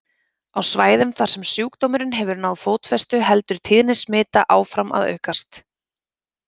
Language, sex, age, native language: Icelandic, female, 30-39, Icelandic